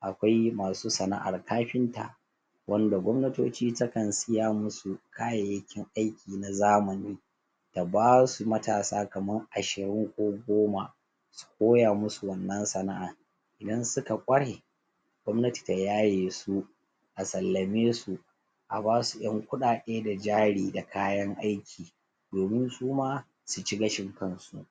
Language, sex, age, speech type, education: Hausa, male, 30-45, spontaneous, tertiary